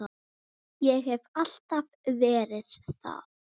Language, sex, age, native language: Icelandic, female, 9, Icelandic